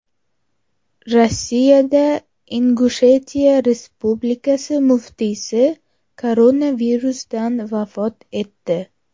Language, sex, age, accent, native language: Uzbek, female, 18-24, Toshkent shahri, Uzbek